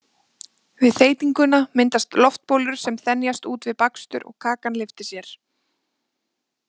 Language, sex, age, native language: Icelandic, female, 20-29, Icelandic